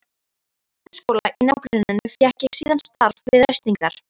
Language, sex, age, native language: Icelandic, female, 13, Icelandic